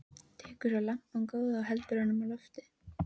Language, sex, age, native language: Icelandic, female, 13, Icelandic